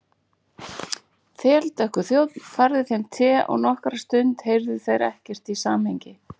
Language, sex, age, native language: Icelandic, female, 40-49, Icelandic